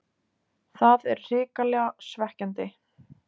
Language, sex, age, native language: Icelandic, female, 20-29, Icelandic